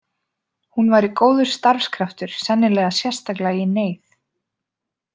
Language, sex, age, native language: Icelandic, female, 20-29, Icelandic